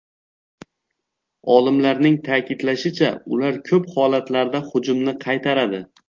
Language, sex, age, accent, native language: Uzbek, male, 18-24, Xorazm, Uzbek